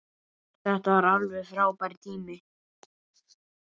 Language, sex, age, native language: Icelandic, male, 9, Icelandic